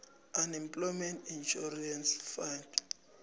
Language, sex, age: South Ndebele, male, 29